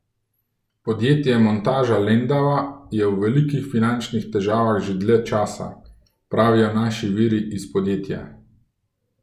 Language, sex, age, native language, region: Slovenian, male, 30-49, Slovenian, Gorenjska region